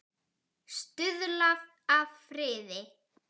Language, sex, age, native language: Icelandic, female, 10, Icelandic